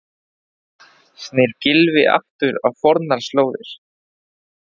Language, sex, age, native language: Icelandic, male, 20-29, Spanish